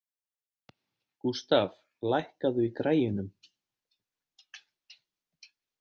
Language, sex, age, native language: Icelandic, male, 30-39, Icelandic